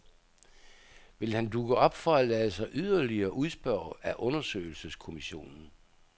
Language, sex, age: Danish, male, 67